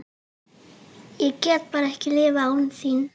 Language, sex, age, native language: Icelandic, female, 11, Icelandic